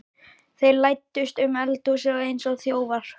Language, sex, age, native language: Icelandic, male, 11, Icelandic